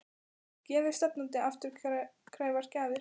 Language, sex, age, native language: Icelandic, female, 12, Icelandic